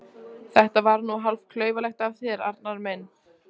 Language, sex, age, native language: Icelandic, female, 14, Icelandic